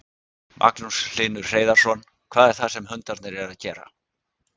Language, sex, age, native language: Icelandic, male, 60-69, Icelandic